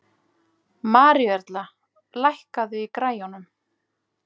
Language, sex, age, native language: Icelandic, female, 40-49, Icelandic